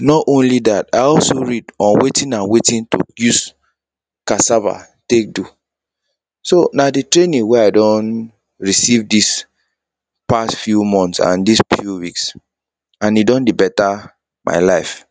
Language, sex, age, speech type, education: Nigerian Pidgin, male, 30-45, spontaneous, tertiary